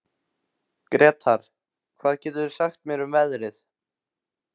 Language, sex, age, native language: Icelandic, male, 15, Icelandic